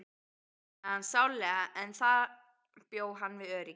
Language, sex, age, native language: Icelandic, female, 12, Icelandic